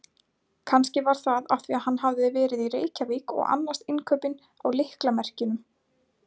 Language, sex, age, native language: Icelandic, female, 20-29, Icelandic